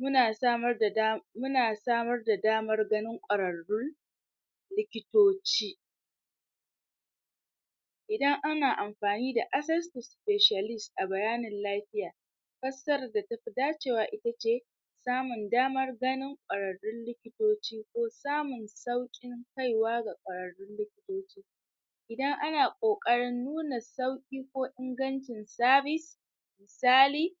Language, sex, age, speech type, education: Hausa, male, 30-45, spontaneous, tertiary